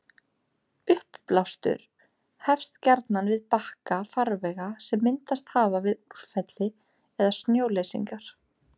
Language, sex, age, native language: Icelandic, female, 30-39, Icelandic